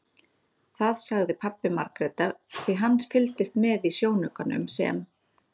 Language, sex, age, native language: Icelandic, female, 30-39, Icelandic